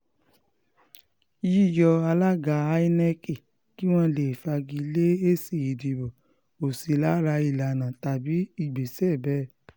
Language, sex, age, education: Yoruba, female, 15-29, tertiary